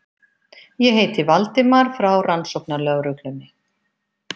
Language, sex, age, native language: Icelandic, female, 50-59, Icelandic